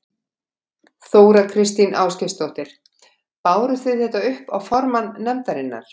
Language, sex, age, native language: Icelandic, female, 50-59, Icelandic